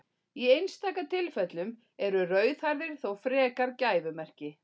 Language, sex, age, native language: Icelandic, female, 40-49, Icelandic